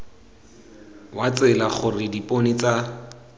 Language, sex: Tswana, male